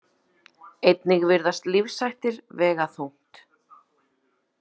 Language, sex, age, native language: Icelandic, female, 40-49, Icelandic